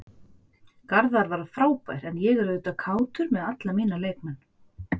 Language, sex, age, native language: Icelandic, female, 40-49, Icelandic